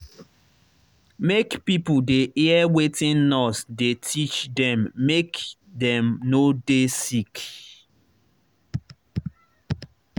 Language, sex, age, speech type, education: Nigerian Pidgin, male, 30-45, spontaneous, tertiary